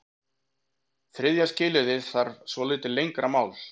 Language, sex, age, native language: Icelandic, male, 40-49, Icelandic